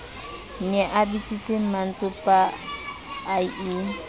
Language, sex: Southern Sotho, female